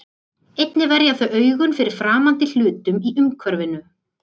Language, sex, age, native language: Icelandic, female, 30-39, Icelandic